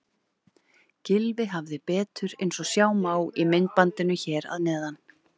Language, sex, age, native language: Icelandic, female, 40-49, Icelandic